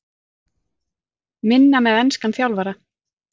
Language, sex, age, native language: Icelandic, female, 40-49, Icelandic